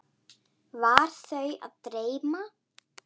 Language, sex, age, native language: Icelandic, female, 10, Icelandic